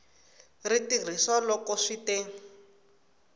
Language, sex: Tsonga, female